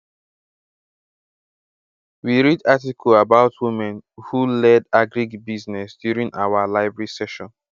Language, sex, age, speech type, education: Nigerian Pidgin, male, 15-29, spontaneous, secondary